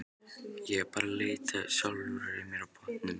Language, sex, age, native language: Icelandic, male, 12, Icelandic